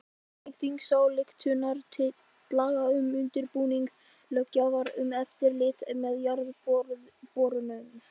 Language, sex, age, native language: Icelandic, male, 11, Icelandic